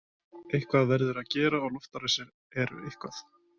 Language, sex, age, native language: Icelandic, male, 20-29, Icelandic